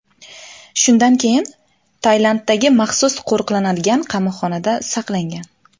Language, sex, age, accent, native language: Uzbek, female, 19-29, Farg'ona, Uzbek